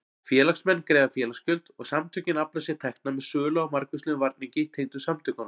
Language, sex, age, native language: Icelandic, male, 40-49, Icelandic